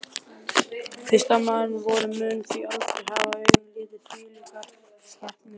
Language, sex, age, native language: Icelandic, male, 12, Icelandic